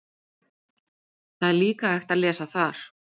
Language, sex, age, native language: Icelandic, female, 40-49, Icelandic